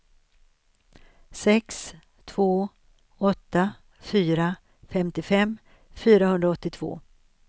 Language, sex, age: Swedish, female, 63